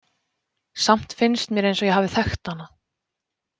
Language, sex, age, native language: Icelandic, female, 20-29, Icelandic